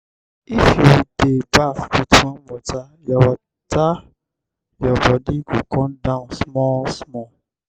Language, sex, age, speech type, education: Nigerian Pidgin, male, 60+, spontaneous, tertiary